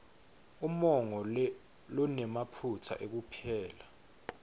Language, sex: Swati, male